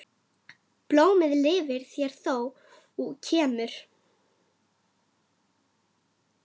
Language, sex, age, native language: Icelandic, female, 10, Icelandic